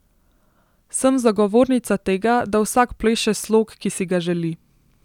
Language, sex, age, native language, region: Slovenian, female, 18-29, Slovenian, Central Slovenia